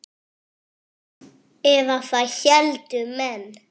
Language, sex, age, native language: Icelandic, male, 8, French